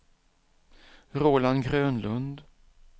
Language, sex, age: Swedish, male, 47